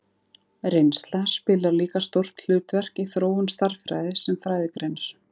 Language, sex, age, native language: Icelandic, female, 30-39, Icelandic